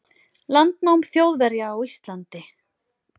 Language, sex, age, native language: Icelandic, female, 40-49, Icelandic